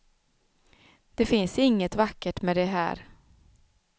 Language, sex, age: Swedish, female, 36